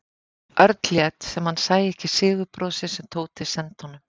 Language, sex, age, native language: Icelandic, female, 50-59, Icelandic